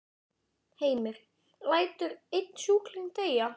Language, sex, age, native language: Icelandic, male, 10, Icelandic